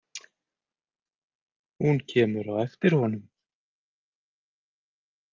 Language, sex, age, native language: Icelandic, male, 40-49, Icelandic